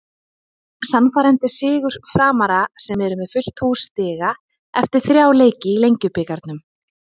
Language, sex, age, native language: Icelandic, female, 30-39, Icelandic